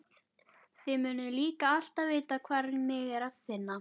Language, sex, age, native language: Icelandic, female, 12, Icelandic